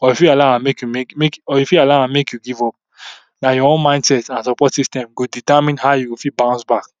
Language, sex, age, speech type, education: Nigerian Pidgin, male, 46-60, spontaneous, tertiary